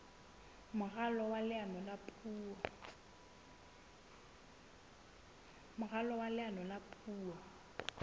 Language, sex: Southern Sotho, female